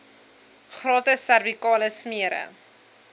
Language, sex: Afrikaans, female